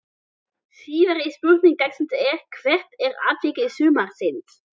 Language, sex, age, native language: Icelandic, male, 12, Icelandic